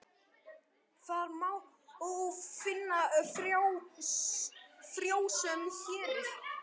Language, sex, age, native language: Icelandic, male, 9, Icelandic